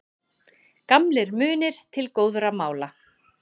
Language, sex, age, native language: Icelandic, female, 30-39, Icelandic